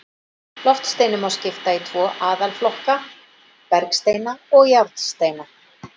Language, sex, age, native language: Icelandic, female, 40-49, Icelandic